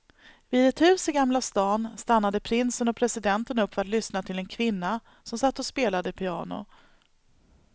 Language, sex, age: Swedish, female, 39